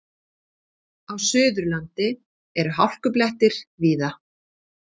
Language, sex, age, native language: Icelandic, female, 50-59, Icelandic